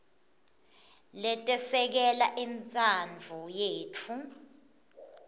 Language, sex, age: Swati, female, 22